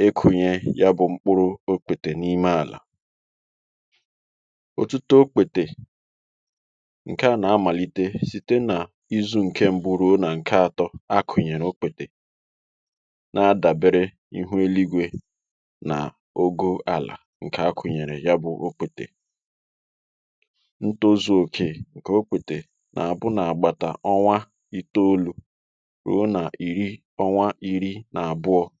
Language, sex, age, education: Igbo, male, 30-45, tertiary